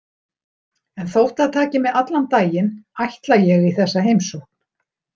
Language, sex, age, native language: Icelandic, female, 60-69, Icelandic